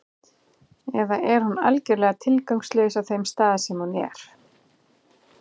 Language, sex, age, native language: Icelandic, female, 40-49, Icelandic